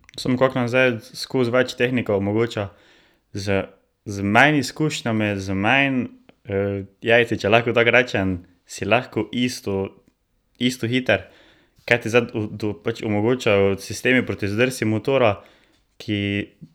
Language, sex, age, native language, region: Slovenian, male, 18-29, Slovenian, Drava region